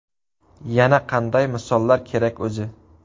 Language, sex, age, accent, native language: Uzbek, male, 18-24, Surxondaryo, Uzbek